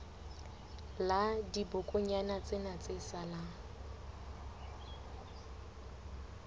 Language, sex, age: Southern Sotho, female, 20